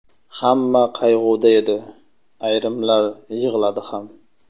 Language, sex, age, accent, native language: Uzbek, male, 25-34, Sirdaryo, Uzbek